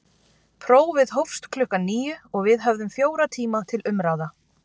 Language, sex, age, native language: Icelandic, female, 30-39, Icelandic